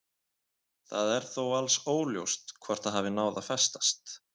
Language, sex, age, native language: Icelandic, male, 20-29, Icelandic